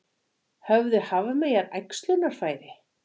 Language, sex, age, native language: Icelandic, female, 40-49, Icelandic